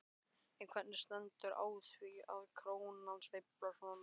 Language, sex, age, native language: Icelandic, male, 12, Icelandic